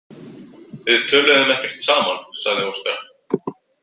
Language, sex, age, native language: Icelandic, male, 20-29, Icelandic